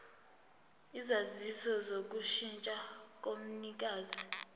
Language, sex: Zulu, female